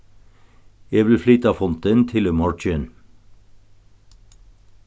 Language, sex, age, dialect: Faroese, male, 61+, Norðurstreymoy/Eysturoy